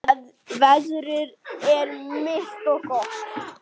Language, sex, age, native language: Icelandic, male, 10, Icelandic